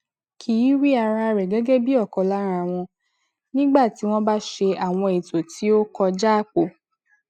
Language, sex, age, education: Yoruba, female, 15-29, secondary